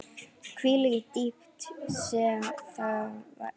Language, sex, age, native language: Icelandic, female, 9, Icelandic